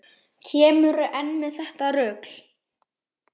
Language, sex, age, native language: Icelandic, male, 10, Icelandic